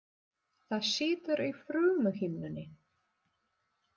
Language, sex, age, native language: Icelandic, female, 20-29, Russian